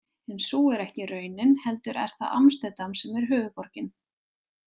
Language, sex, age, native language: Icelandic, female, 20-29, Icelandic